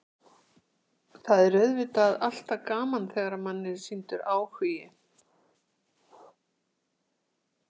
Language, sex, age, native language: Icelandic, female, 60-69, Icelandic